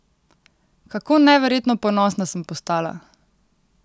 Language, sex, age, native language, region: Slovenian, female, 18-29, Slovenian, Central Slovenia